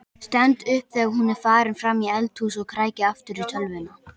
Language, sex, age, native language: Icelandic, male, 18-19, Icelandic